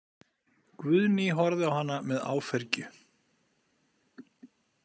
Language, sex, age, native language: Icelandic, male, 40-49, Icelandic